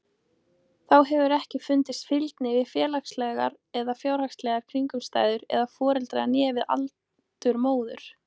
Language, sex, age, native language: Icelandic, female, 18-19, Icelandic